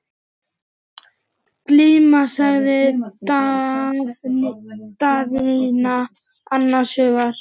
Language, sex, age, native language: Icelandic, male, 8, Icelandic